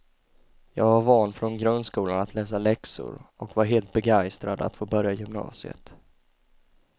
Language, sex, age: Swedish, male, 20